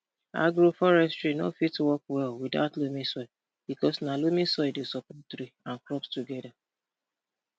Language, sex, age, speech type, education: Nigerian Pidgin, female, 30-45, spontaneous, tertiary